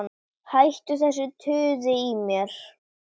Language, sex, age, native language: Icelandic, female, 10, Icelandic